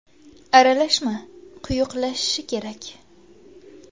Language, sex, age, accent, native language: Uzbek, female, 19-29, Qashqadaryo, Uzbek